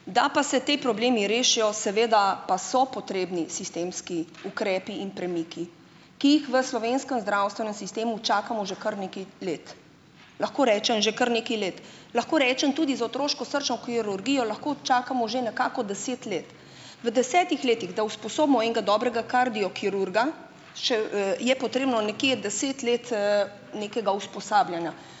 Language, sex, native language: Slovenian, female, Slovenian